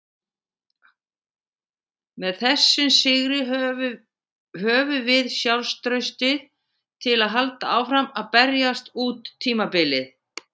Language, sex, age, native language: Icelandic, female, 60-69, Icelandic